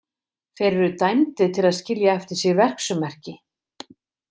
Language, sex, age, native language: Icelandic, female, 50-59, Icelandic